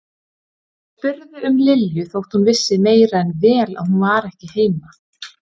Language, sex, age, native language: Icelandic, female, 30-39, Icelandic